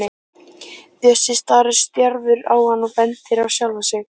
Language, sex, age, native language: Icelandic, female, 15, Icelandic